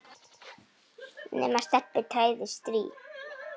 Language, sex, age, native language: Icelandic, female, 9, Icelandic